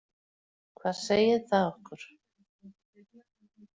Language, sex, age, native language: Icelandic, female, 40-49, Icelandic